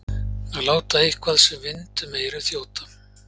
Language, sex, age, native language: Icelandic, male, 40-49, Icelandic